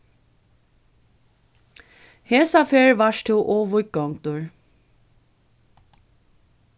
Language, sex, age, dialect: Faroese, female, 36-60, Norðurstreymoy/Eysturoy